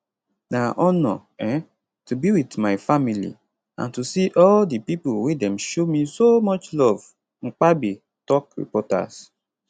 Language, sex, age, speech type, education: Nigerian Pidgin, male, 15-29, spontaneous, tertiary